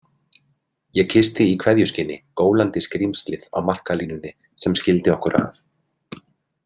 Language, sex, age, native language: Icelandic, male, 30-39, Icelandic